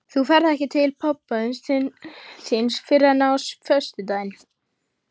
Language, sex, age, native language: Icelandic, female, 40-49, Icelandic